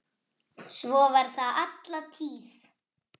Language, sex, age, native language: Icelandic, female, 6, Icelandic